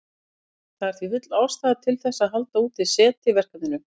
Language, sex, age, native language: Icelandic, female, 50-59, Icelandic